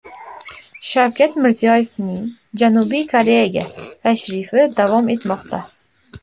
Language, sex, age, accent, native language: Uzbek, female, 18-24, Andijon, Uzbek